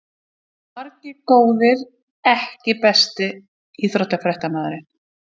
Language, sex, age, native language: Icelandic, female, 50-59, Icelandic